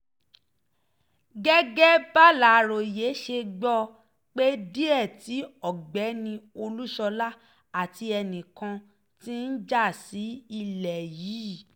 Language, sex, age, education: Yoruba, female, 15-29, tertiary